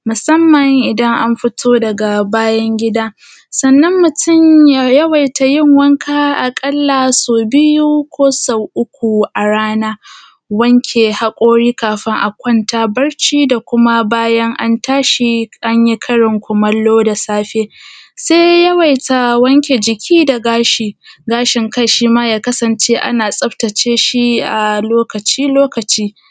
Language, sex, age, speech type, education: Hausa, female, 15-29, spontaneous, primary